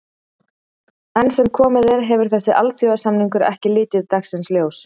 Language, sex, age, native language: Icelandic, female, 30-39, Icelandic